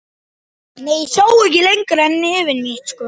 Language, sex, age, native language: Icelandic, male, 9, Icelandic